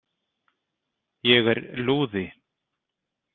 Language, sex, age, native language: Icelandic, male, 30-39, Icelandic